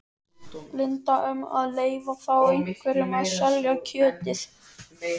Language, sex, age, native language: Icelandic, male, 13, Icelandic